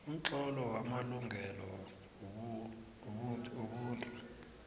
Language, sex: South Ndebele, male